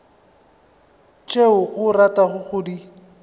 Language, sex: Northern Sotho, male